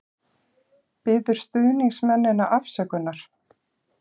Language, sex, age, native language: Icelandic, female, 40-49, Icelandic